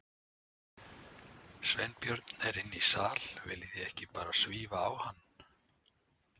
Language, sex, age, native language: Icelandic, male, 60-69, Icelandic